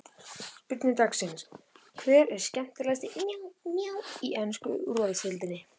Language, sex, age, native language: Icelandic, male, 12, Icelandic